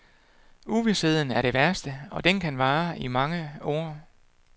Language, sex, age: Danish, male, 48